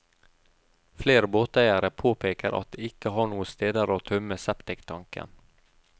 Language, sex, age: Norwegian, male, 32